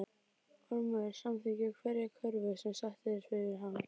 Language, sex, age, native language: Icelandic, female, 12, Icelandic